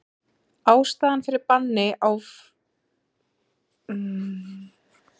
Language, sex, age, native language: Icelandic, female, 30-39, Icelandic